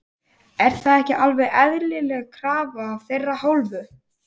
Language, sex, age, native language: Icelandic, male, 18-19, Icelandic